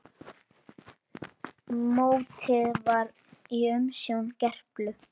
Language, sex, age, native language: Icelandic, male, 10, Icelandic